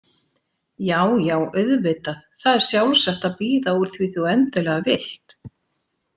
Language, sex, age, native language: Icelandic, female, 40-49, Icelandic